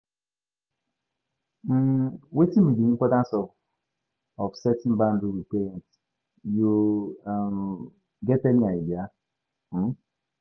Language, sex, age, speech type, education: Nigerian Pidgin, male, 15-29, spontaneous, tertiary